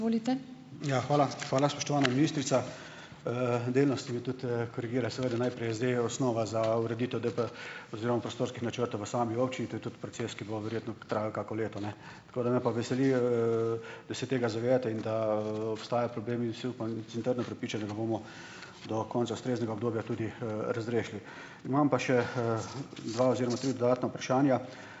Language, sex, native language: Slovenian, male, Slovenian